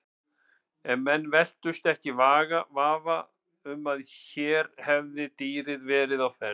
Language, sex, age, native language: Icelandic, male, 50-59, Icelandic